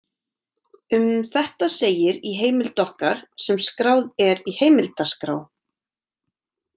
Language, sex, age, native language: Icelandic, female, 30-39, Icelandic